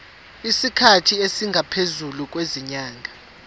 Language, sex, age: Zulu, male, 24